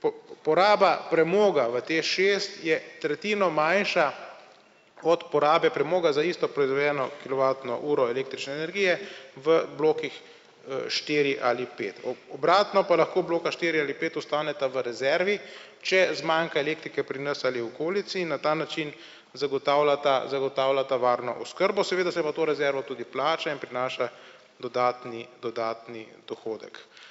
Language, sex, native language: Slovenian, male, Slovenian